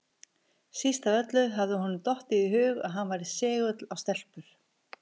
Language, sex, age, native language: Icelandic, female, 50-59, Icelandic